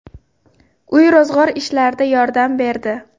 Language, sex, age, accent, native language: Uzbek, female, 18-24, Xorazm, Uzbek